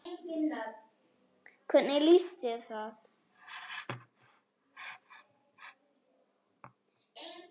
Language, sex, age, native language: Icelandic, female, 7, Icelandic